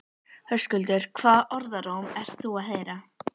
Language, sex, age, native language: Icelandic, female, 11, Icelandic